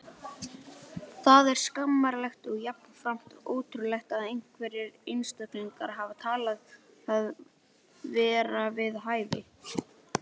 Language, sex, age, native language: Icelandic, male, 18-19, Icelandic